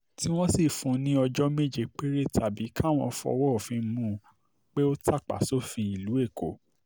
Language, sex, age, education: Yoruba, male, 30-45, tertiary